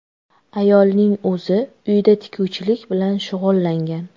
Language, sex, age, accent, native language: Uzbek, female, 25-34, Toshkent shahri, Uzbek